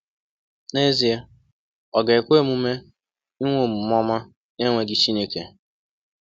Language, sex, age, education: Igbo, male, 15-29, tertiary